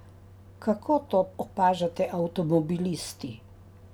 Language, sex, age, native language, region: Slovenian, female, 60+, Slovenian, Drava region